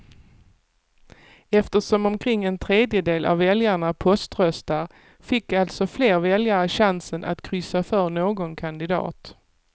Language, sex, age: Swedish, female, 48